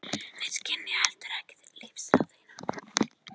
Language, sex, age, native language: Icelandic, female, 13, Icelandic